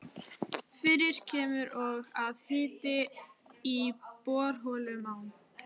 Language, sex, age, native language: Icelandic, female, 14, Icelandic